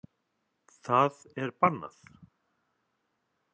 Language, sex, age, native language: Icelandic, male, 30-39, Icelandic